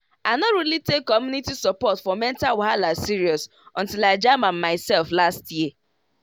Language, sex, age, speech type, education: Nigerian Pidgin, female, 15-29, spontaneous, tertiary